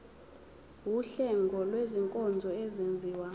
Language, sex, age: Zulu, female, 23